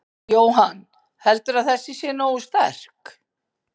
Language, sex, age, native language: Icelandic, female, 50-59, Icelandic